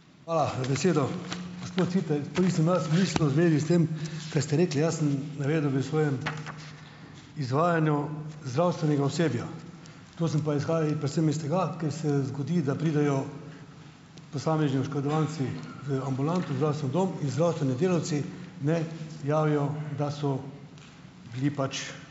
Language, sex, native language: Slovenian, male, Slovenian